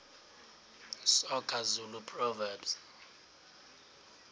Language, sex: Xhosa, male